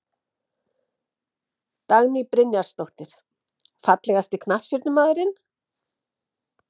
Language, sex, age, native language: Icelandic, female, 50-59, Icelandic